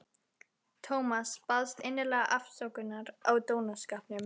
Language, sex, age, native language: Icelandic, female, 11, Icelandic